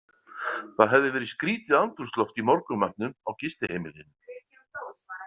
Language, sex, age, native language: Icelandic, male, 50-59, Icelandic